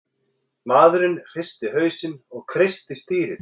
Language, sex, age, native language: Icelandic, female, 14, Icelandic